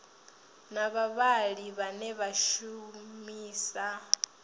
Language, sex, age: Venda, female, 20